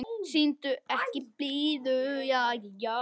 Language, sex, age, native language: Icelandic, male, 10, Icelandic